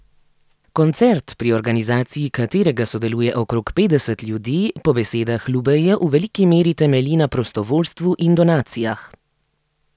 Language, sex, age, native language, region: Slovenian, female, 30-49, Slovenian, Gorenjska region